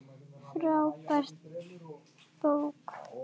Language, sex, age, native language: Icelandic, female, 8, Icelandic